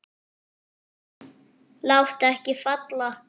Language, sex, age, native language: Icelandic, male, 8, French